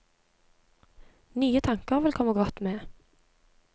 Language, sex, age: Norwegian, female, 23